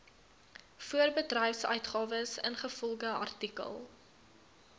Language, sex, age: Afrikaans, female, 22